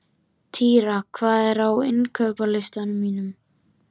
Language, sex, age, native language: Icelandic, male, 13, Icelandic